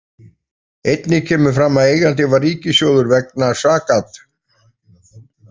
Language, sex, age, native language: Icelandic, male, 40-49, Icelandic